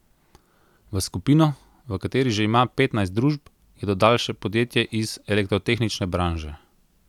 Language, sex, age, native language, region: Slovenian, male, 30-49, Slovenian, Central Slovenia